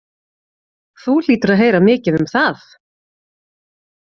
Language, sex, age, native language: Icelandic, female, 40-49, Icelandic